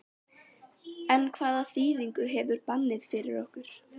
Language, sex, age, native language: Icelandic, female, 12, Icelandic